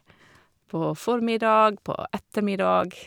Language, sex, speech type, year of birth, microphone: Norwegian, female, spontaneous, 1978, Shure